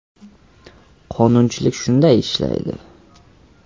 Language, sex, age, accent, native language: Uzbek, male, 18-24, Namangan, Uzbek